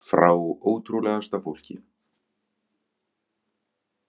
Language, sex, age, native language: Icelandic, male, 18-19, Icelandic